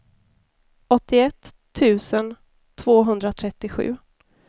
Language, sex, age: Swedish, female, 33